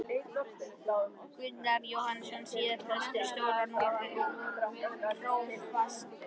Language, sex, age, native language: Icelandic, female, 13, Icelandic